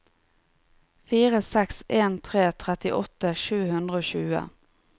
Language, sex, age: Norwegian, female, 30